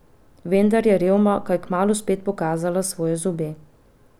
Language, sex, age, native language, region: Slovenian, female, 30-49, Slovenian, Pomurje region